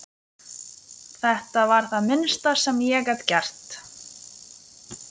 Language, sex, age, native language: Icelandic, female, 20-29, Lithuanian